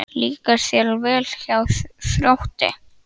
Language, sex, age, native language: Icelandic, male, 9, Icelandic